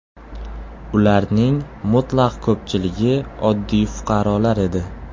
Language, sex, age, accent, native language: Uzbek, male, 18-24, Qoraqalpog'iston, Uzbek